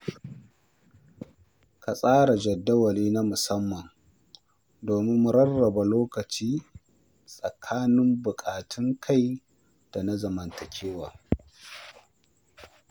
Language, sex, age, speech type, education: Hausa, male, 46-60, read, primary